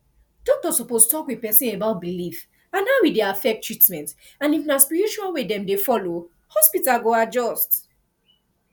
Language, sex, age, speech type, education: Nigerian Pidgin, female, 15-29, spontaneous, tertiary